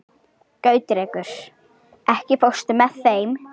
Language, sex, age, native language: Icelandic, female, 11, Icelandic